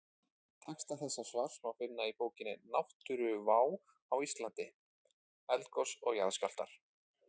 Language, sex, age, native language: Icelandic, male, 20-29, Icelandic